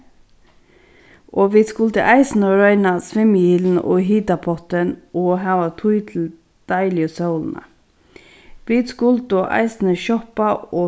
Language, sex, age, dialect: Faroese, female, 36-60, Sandoy